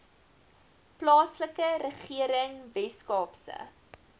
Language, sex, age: Afrikaans, female, 19